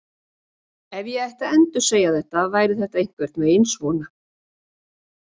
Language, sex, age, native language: Icelandic, female, 40-49, Icelandic